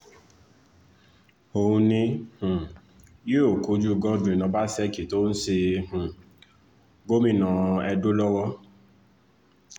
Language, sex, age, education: Yoruba, male, 15-29, tertiary